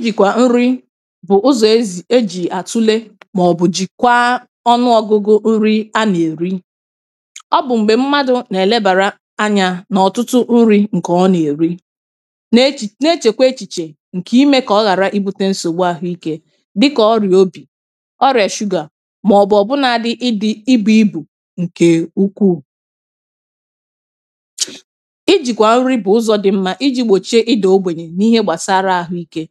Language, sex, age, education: Igbo, female, 30-45, tertiary